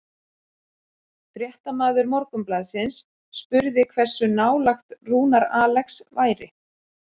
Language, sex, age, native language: Icelandic, female, 40-49, Icelandic